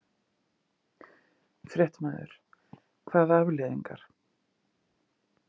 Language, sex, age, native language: Icelandic, female, 50-59, Icelandic